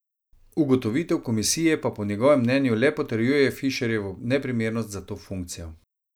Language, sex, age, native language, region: Slovenian, male, 30-49, Slovenian, Savinja region